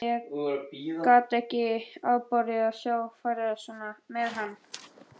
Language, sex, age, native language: Icelandic, male, 11, Icelandic